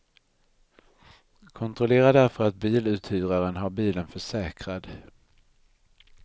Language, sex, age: Swedish, male, 39